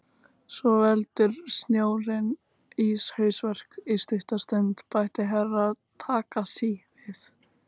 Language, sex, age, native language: Icelandic, female, 18-19, Icelandic